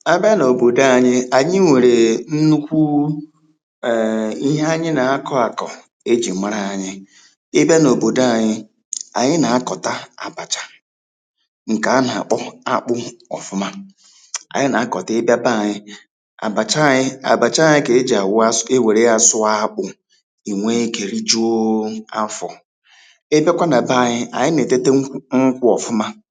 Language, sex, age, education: Igbo, male, 30-45, tertiary